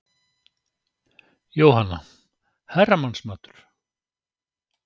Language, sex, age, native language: Icelandic, male, 60-69, Icelandic